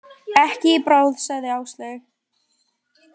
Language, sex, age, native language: Icelandic, female, 20-29, Icelandic